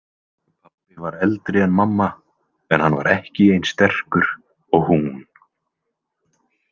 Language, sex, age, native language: Icelandic, male, 20-29, Icelandic